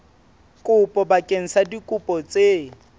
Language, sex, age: Southern Sotho, male, 21